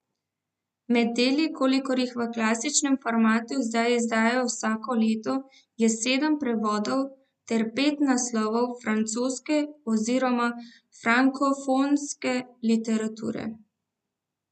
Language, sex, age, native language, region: Slovenian, female, 18-29, Slovenian, Central Slovenia